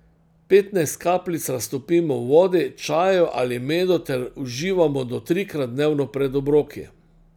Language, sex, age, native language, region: Slovenian, male, 60+, Slovenian, Central Slovenia